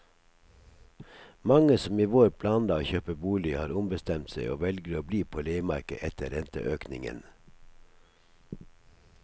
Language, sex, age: Norwegian, male, 57